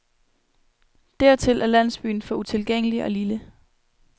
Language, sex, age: Danish, female, 21